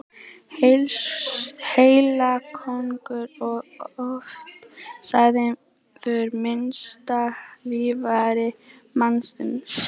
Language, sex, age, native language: Icelandic, female, 18-19, Icelandic